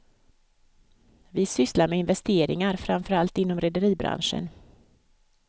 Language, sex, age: Swedish, female, 55